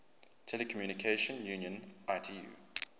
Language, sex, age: English, male, 24